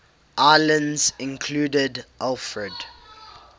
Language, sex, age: English, male, 18